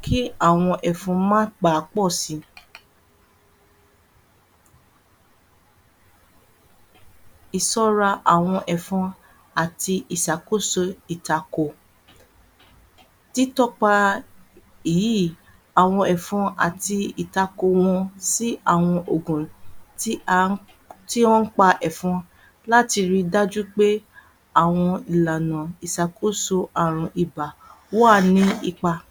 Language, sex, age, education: Yoruba, female, 30-45, tertiary